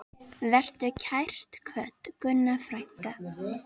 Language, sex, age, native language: Icelandic, female, 10, Icelandic